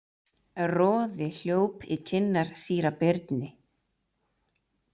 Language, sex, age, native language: Icelandic, female, 30-39, Icelandic